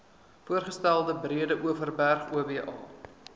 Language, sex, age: Afrikaans, male, 23